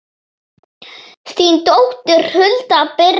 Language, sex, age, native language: Icelandic, female, 7, Icelandic